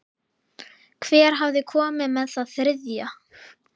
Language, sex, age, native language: Icelandic, female, 11, Icelandic